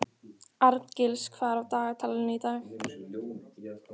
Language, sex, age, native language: Icelandic, female, 14, Icelandic